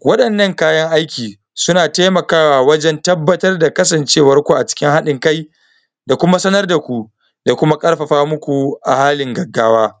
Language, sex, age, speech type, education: Hausa, male, 15-29, spontaneous, primary